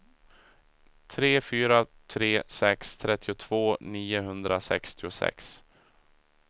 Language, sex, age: Swedish, male, 37